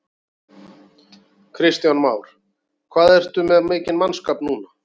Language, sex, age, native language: Icelandic, male, 40-49, Icelandic